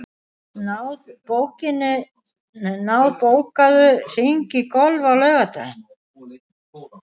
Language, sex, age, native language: Icelandic, female, 30-39, Icelandic